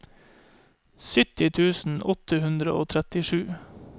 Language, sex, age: Norwegian, male, 31